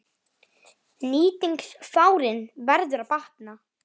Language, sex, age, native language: Icelandic, female, 7, Icelandic